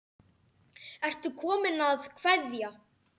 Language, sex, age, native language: Icelandic, male, 10, Icelandic